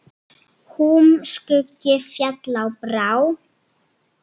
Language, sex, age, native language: Icelandic, female, 7, Icelandic